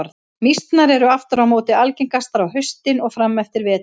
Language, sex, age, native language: Icelandic, female, 50-59, Icelandic